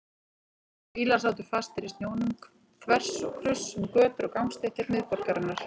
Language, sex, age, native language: Icelandic, female, 40-49, Icelandic